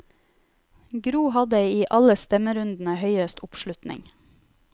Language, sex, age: Norwegian, female, 31